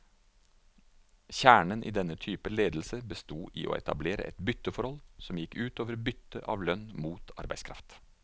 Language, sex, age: Norwegian, male, 49